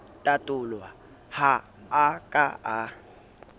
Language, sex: Southern Sotho, male